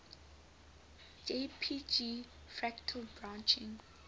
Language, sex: English, female